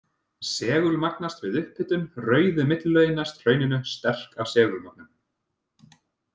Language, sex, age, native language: Icelandic, male, 30-39, Icelandic